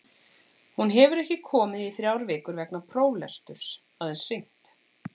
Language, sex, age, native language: Icelandic, female, 40-49, Icelandic